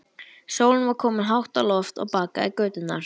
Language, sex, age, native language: Icelandic, male, 11, Icelandic